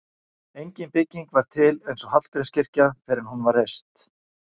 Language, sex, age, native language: Icelandic, male, 40-49, Icelandic